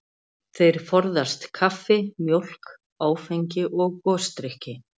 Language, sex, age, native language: Icelandic, female, 40-49, Icelandic